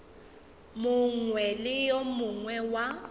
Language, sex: Northern Sotho, female